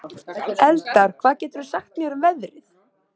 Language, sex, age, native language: Icelandic, female, 60-69, Icelandic